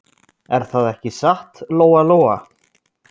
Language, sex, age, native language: Icelandic, male, 20-29, Icelandic